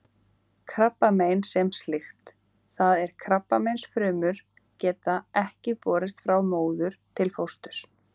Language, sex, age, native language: Icelandic, female, 18-19, Icelandic